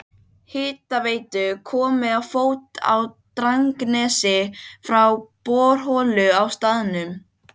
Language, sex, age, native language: Icelandic, other, 12, Icelandic